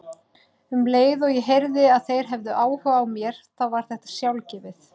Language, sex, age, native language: Icelandic, female, 30-39, Icelandic